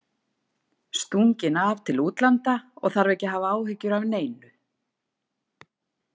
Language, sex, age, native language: Icelandic, female, 50-59, Icelandic